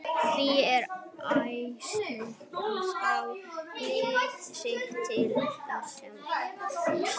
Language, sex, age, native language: Icelandic, female, 30-39, Icelandic